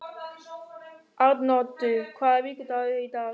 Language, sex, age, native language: Icelandic, male, 13, German